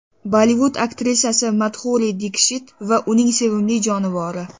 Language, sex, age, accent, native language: Uzbek, female, 12-17, Toshkent shahri, Uzbek